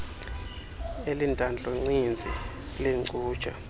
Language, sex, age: Xhosa, male, 26